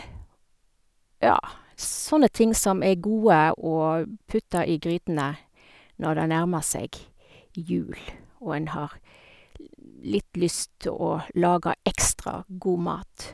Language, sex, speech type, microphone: Norwegian, female, spontaneous, Sennheiser